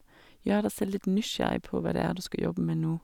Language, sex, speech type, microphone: Norwegian, female, spontaneous, Sennheiser